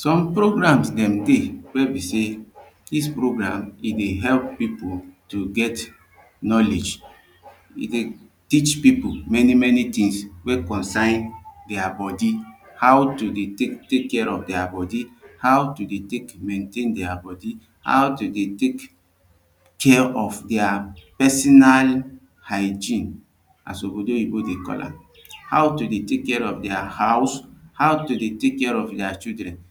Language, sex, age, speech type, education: Nigerian Pidgin, male, 30-45, spontaneous, tertiary